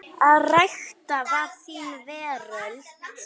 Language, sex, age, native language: Icelandic, female, 8, Icelandic